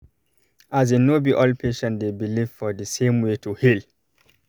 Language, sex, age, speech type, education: Nigerian Pidgin, male, 30-45, spontaneous, tertiary